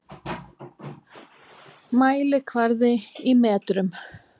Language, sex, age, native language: Icelandic, female, 40-49, Icelandic